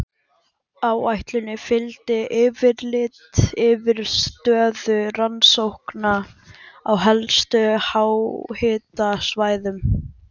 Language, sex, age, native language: Icelandic, male, 11, Icelandic